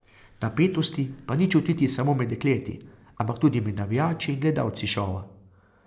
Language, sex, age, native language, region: Slovenian, male, 30-49, Slovenian, Carinthia region